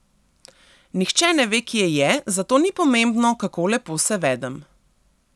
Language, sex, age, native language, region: Slovenian, female, 30-49, Slovenian, Central Slovenia